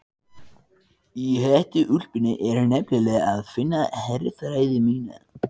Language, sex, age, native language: Icelandic, male, 14, Icelandic